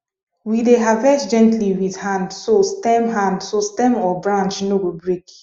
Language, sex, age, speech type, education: Nigerian Pidgin, female, 15-29, spontaneous, tertiary